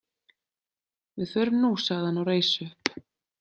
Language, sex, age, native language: Icelandic, female, 30-39, Icelandic